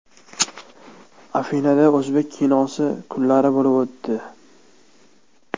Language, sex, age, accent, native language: Uzbek, male, 18-24, Namangan, Uzbek